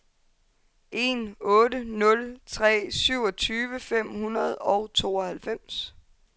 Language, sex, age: Danish, female, 22